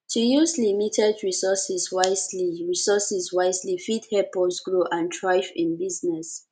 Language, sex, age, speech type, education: Nigerian Pidgin, female, 15-29, spontaneous, tertiary